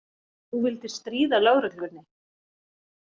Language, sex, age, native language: Icelandic, female, 40-49, Icelandic